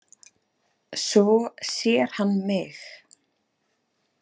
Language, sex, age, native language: Icelandic, female, 30-39, Icelandic